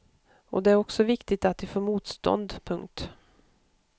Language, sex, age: Swedish, female, 52